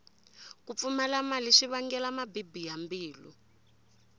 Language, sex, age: Tsonga, female, 20